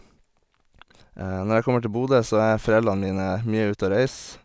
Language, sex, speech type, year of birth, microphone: Norwegian, male, spontaneous, 1989, Sennheiser